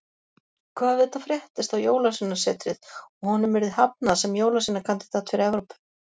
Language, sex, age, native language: Icelandic, female, 40-49, Icelandic